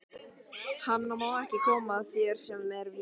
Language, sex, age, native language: Icelandic, male, 12, Icelandic